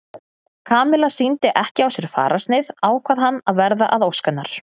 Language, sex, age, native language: Icelandic, female, 30-39, Icelandic